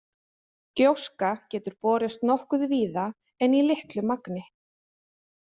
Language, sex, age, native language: Icelandic, female, 20-29, Icelandic